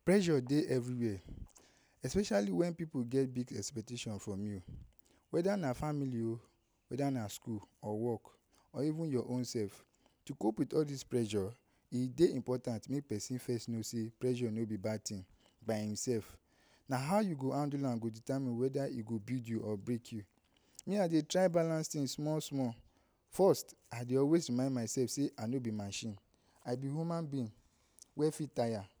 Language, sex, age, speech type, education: Nigerian Pidgin, male, 15-29, spontaneous, tertiary